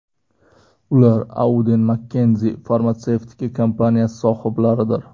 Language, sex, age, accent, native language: Uzbek, male, 18-24, Navoiy, Uzbek